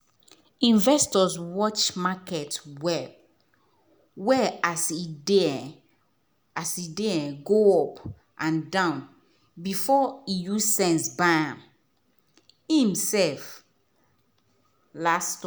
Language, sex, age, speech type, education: Nigerian Pidgin, female, 30-45, spontaneous, tertiary